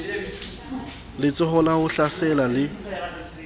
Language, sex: Southern Sotho, male